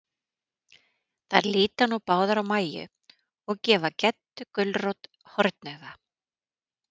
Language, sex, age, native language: Icelandic, female, 40-49, Icelandic